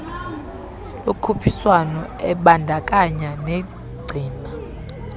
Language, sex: Xhosa, female